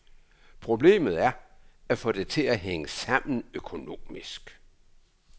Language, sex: Danish, male